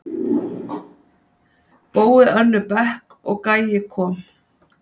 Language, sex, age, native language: Icelandic, female, 50-59, Icelandic